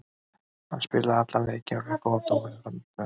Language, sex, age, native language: Icelandic, male, 30-39, Icelandic